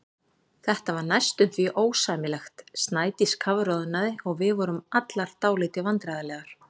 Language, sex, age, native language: Icelandic, female, 40-49, Icelandic